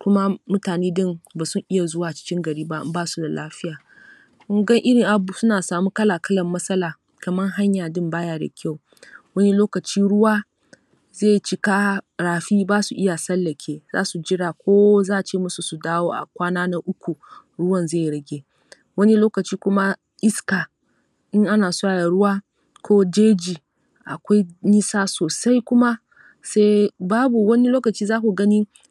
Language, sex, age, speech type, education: Hausa, female, 30-45, spontaneous, tertiary